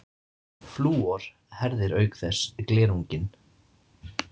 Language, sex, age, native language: Icelandic, male, 30-39, Icelandic